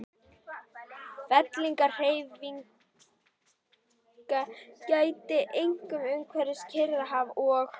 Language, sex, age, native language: Icelandic, female, 11, Icelandic